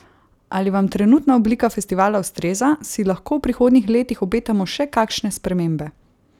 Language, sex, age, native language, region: Slovenian, female, 18-29, Slovenian, Savinja region